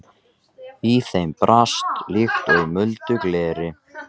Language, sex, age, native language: Icelandic, male, 14, Icelandic